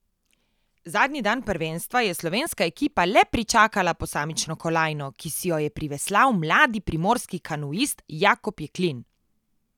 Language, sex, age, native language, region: Slovenian, female, 18-29, Slovenian, Coastal Karst region